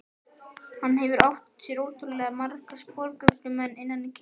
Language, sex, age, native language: Icelandic, male, 12, Japanese